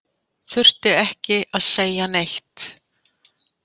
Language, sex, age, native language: Icelandic, female, 50-59, Icelandic